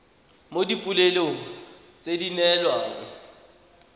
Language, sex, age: Tswana, male, 21